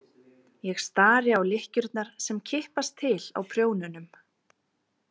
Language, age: Icelandic, 20-29